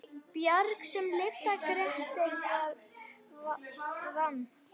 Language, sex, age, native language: Icelandic, female, 9, Icelandic